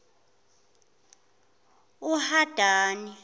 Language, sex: Zulu, female